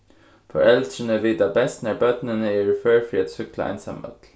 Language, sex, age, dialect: Faroese, male, 15-35, Suðurstreymoy